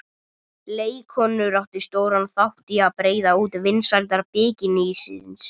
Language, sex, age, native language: Icelandic, male, 30-39, Icelandic